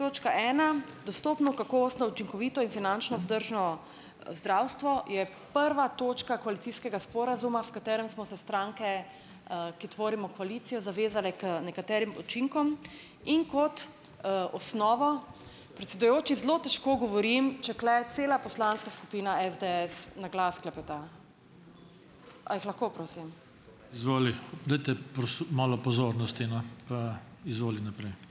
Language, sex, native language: Slovenian, female, Slovenian